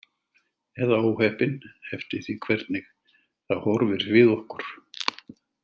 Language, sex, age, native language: Icelandic, male, 70-79, Icelandic